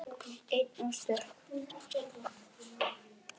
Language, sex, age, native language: Icelandic, female, 10, Icelandic